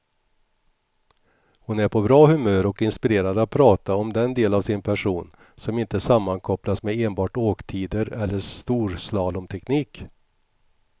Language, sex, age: Swedish, male, 61